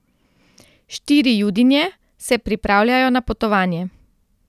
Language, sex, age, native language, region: Slovenian, female, 30-49, Slovenian, Central Slovenia